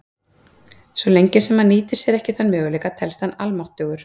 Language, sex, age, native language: Icelandic, female, 30-39, Icelandic